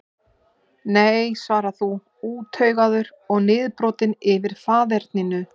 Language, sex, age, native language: Icelandic, male, 11, Icelandic